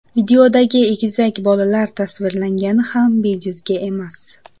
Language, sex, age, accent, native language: Uzbek, female, 18-24, Namangan, Uzbek